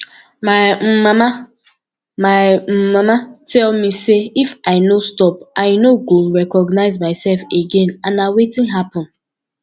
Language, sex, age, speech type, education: Nigerian Pidgin, female, 15-29, spontaneous, tertiary